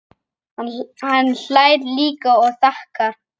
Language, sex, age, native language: Icelandic, male, 8, Icelandic